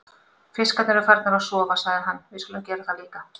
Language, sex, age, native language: Icelandic, female, 50-59, Icelandic